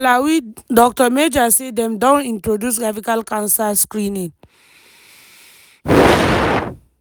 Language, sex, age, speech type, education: Nigerian Pidgin, female, 15-29, spontaneous, tertiary